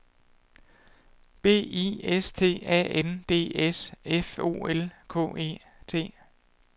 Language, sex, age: Danish, male, 48